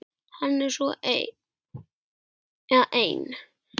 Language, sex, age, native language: Icelandic, male, 8, Icelandic